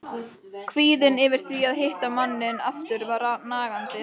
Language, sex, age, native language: Icelandic, female, 13, Icelandic